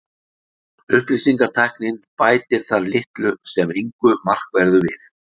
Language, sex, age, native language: Icelandic, male, 60-69, Icelandic